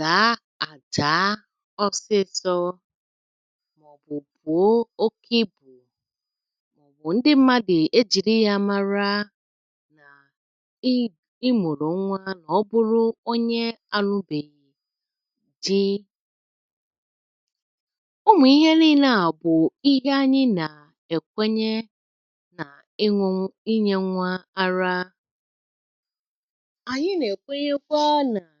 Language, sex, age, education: Igbo, female, 30-45, secondary